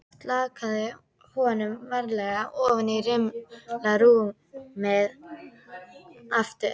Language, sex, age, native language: Icelandic, female, 12, Icelandic